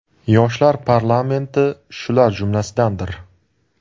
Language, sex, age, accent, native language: Uzbek, male, 19-29, Surxondaryo, Uzbek